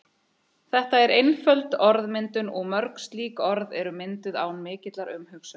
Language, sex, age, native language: Icelandic, female, 30-39, Icelandic